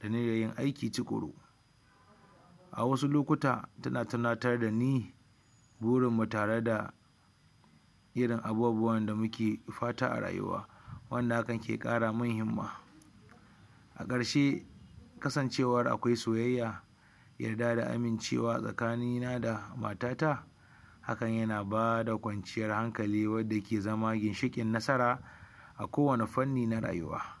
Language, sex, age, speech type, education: Hausa, male, 60+, spontaneous, tertiary